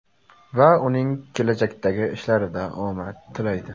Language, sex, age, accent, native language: Uzbek, male, 18-24, Samarqand, Uzbek